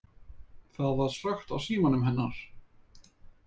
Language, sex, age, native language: Icelandic, male, 30-39, Icelandic